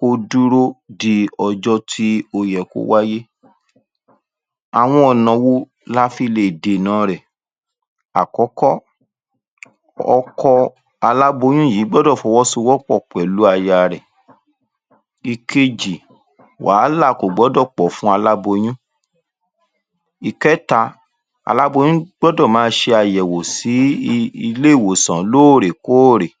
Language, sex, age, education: Yoruba, male, 30-45, tertiary